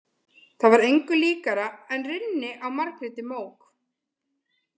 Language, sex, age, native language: Icelandic, female, 20-29, Icelandic